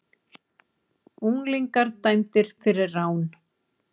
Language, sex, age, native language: Icelandic, female, 40-49, Icelandic